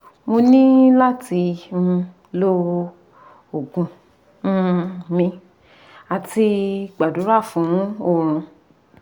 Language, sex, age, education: Yoruba, female, 15-29, tertiary